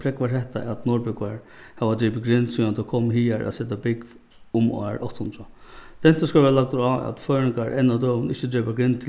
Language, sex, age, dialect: Faroese, male, 36-60, Norðuroyggjar